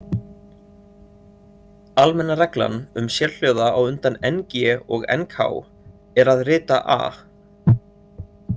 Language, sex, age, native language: Icelandic, male, 30-39, Icelandic